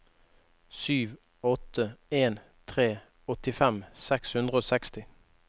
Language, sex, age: Norwegian, male, 21